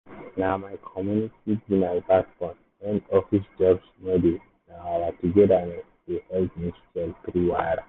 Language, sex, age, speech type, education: Nigerian Pidgin, male, 15-29, spontaneous, secondary